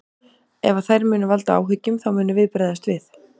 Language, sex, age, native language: Icelandic, female, 18-19, Icelandic